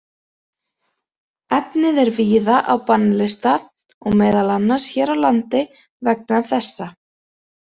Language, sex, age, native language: Icelandic, female, 30-39, Icelandic